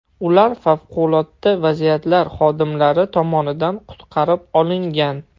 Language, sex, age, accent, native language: Uzbek, male, 18-24, Toshkent shahri, Russian